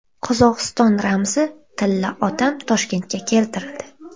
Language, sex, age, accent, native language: Uzbek, female, 18-24, Xorazm, Uzbek